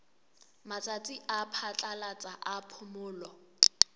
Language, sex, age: Southern Sotho, female, 23